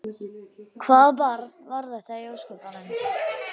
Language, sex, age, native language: Icelandic, female, 11, Icelandic